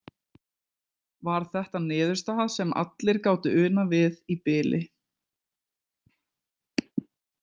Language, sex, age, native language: Icelandic, male, 20-29, Icelandic